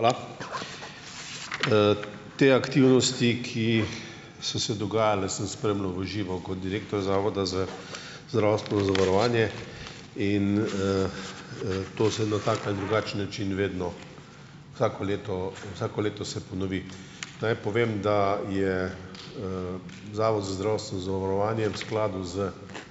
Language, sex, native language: Slovenian, male, Slovenian